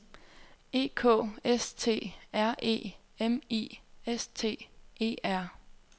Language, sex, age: Danish, female, 24